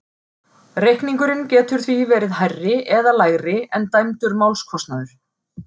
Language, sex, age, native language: Icelandic, female, 40-49, Icelandic